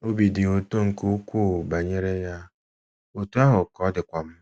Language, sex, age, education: Igbo, male, 15-29, secondary